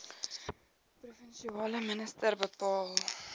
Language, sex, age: Afrikaans, female, 18